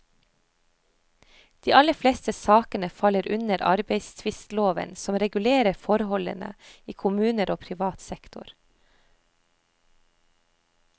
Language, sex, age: Norwegian, female, 30